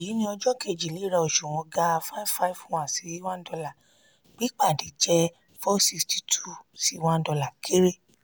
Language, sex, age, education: Yoruba, female, 30-45, tertiary